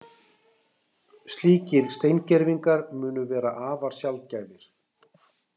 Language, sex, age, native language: Icelandic, male, 60-69, Icelandic